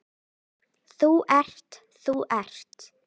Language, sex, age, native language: Icelandic, female, 18-19, Icelandic